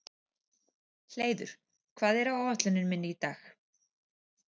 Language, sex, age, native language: Icelandic, female, 40-49, Icelandic